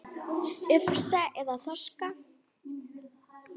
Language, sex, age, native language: Icelandic, female, 9, Icelandic